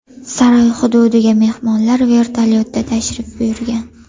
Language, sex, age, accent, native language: Uzbek, female, 18-24, Farg'ona, Uzbek